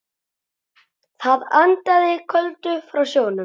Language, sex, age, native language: Icelandic, male, 9, Icelandic